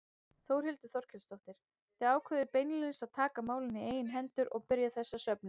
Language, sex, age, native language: Icelandic, female, 30-39, Icelandic